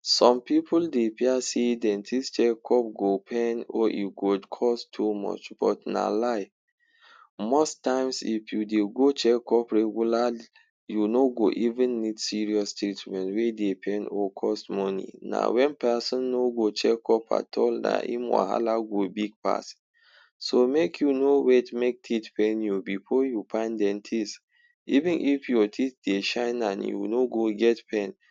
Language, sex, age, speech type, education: Nigerian Pidgin, male, 46-60, spontaneous, tertiary